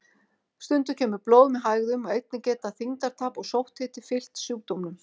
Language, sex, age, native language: Icelandic, female, 50-59, Icelandic